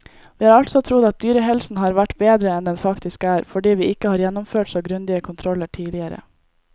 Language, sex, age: Norwegian, female, 18